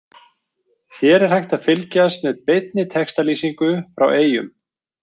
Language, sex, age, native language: Icelandic, male, 40-49, Icelandic